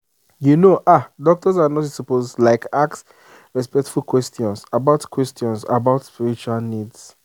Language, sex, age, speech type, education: Nigerian Pidgin, male, 15-29, spontaneous, secondary